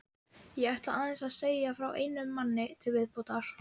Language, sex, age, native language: Icelandic, female, 12, Icelandic